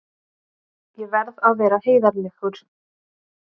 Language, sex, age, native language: Icelandic, female, 30-39, Icelandic